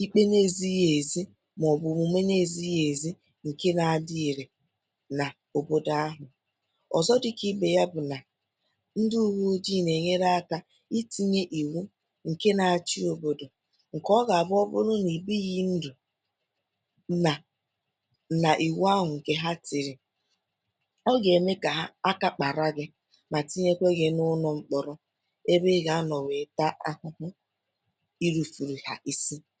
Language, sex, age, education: Igbo, female, 15-29, secondary